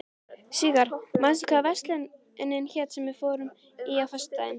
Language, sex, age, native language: Icelandic, female, 13, Icelandic